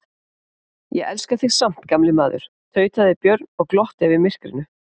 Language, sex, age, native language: Icelandic, female, 30-39, Icelandic